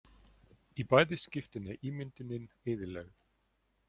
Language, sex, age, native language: Icelandic, male, 40-49, German